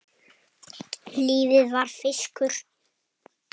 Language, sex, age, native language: Icelandic, male, 7, Icelandic